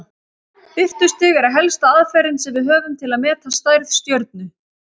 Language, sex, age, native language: Icelandic, female, 30-39, Icelandic